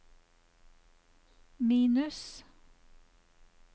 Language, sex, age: Norwegian, female, 54